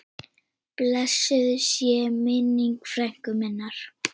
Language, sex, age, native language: Icelandic, female, 10, Icelandic